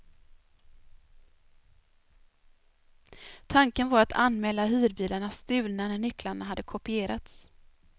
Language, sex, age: Swedish, female, 24